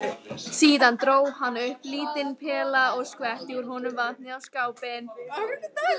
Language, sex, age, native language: Icelandic, female, 18-19, Icelandic